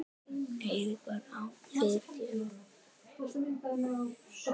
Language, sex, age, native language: Icelandic, female, 9, Icelandic